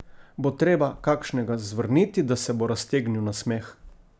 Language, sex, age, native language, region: Slovenian, male, 50-59, Slovenian, Coastal Karst region